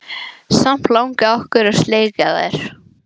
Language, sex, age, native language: Icelandic, male, 11, English